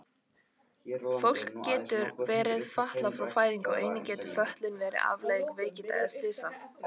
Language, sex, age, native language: Icelandic, female, 18-19, Icelandic